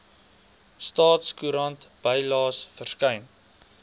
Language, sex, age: Afrikaans, male, 22